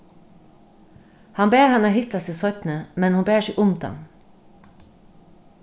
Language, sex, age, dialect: Faroese, female, 36-60, Norðurstreymoy/Eysturoy